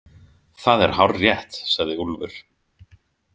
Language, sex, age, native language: Icelandic, male, 50-59, Icelandic